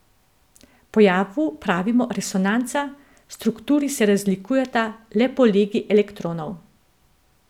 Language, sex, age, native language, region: Slovenian, female, 50-59, Slovenian, Central Slovenia